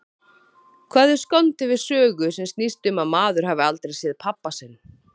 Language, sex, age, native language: Icelandic, female, 30-39, Icelandic